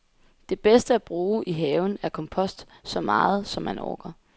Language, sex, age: Danish, female, 20